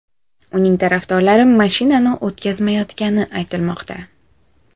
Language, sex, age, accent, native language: Uzbek, female, 18-24, Samarqand, Uzbek